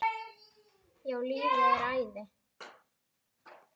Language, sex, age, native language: Icelandic, female, 9, Icelandic